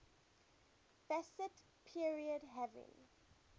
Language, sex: English, female